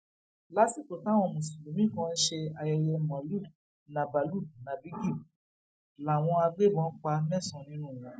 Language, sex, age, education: Yoruba, female, 46-60, tertiary